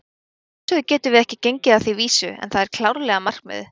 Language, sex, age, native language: Icelandic, female, 20-29, Icelandic